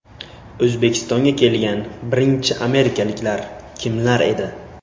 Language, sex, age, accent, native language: Uzbek, male, 18-24, Buxoro, Uzbek